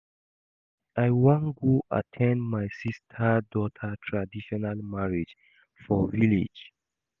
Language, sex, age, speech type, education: Nigerian Pidgin, male, 15-29, read, secondary